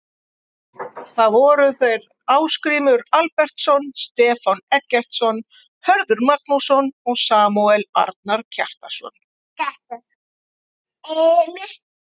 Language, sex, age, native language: Icelandic, female, 40-49, Icelandic